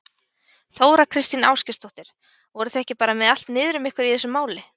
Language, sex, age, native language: Icelandic, female, 20-29, Icelandic